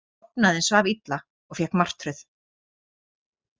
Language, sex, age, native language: Icelandic, female, 40-49, Icelandic